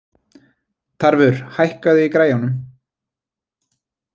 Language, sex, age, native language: Icelandic, male, 20-29, Icelandic